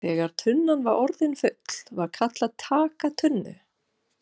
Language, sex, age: Icelandic, female, 40-49